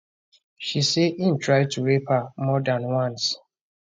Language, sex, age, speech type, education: Nigerian Pidgin, male, 15-29, spontaneous, tertiary